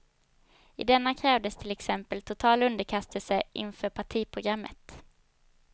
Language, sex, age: Swedish, female, 22